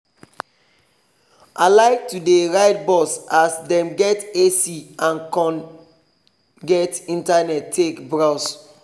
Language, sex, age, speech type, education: Nigerian Pidgin, male, 30-45, spontaneous, tertiary